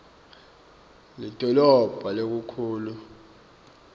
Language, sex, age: Swati, male, 24